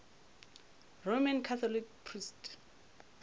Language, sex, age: Northern Sotho, female, 25